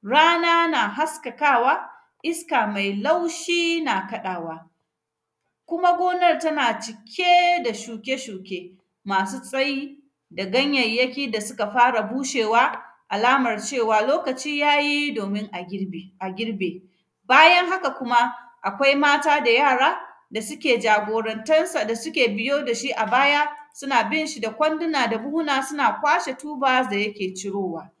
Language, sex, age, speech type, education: Hausa, female, 30-45, spontaneous, tertiary